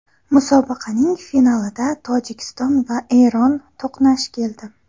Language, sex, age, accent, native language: Uzbek, female, under 19, Xorazm, Uzbek